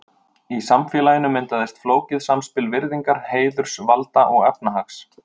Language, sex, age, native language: Icelandic, male, 30-39, Icelandic